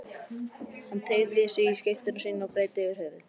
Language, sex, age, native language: Icelandic, male, 11, Icelandic